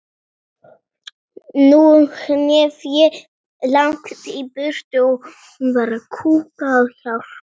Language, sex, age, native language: Icelandic, female, 10, Icelandic